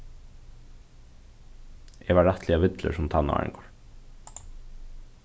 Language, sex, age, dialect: Faroese, male, 15-35, Suðurstreymoy